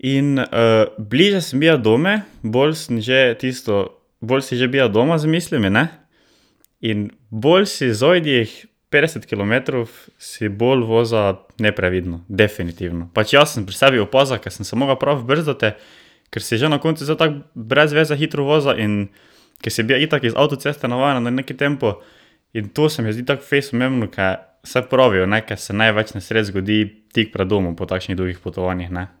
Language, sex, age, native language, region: Slovenian, male, 18-29, Slovenian, Drava region